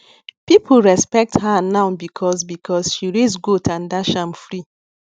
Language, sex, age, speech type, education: Nigerian Pidgin, female, 15-29, spontaneous, tertiary